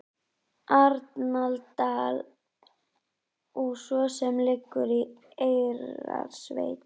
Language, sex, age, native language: Icelandic, female, 11, Icelandic